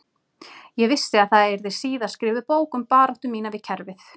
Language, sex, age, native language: Icelandic, female, 30-39, Icelandic